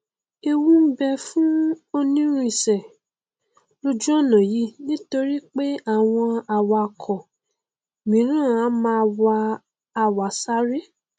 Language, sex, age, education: Yoruba, female, 15-29, tertiary